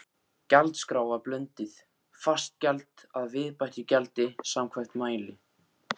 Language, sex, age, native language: Icelandic, male, 14, Icelandic